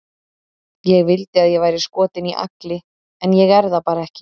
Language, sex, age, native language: Icelandic, female, 30-39, Icelandic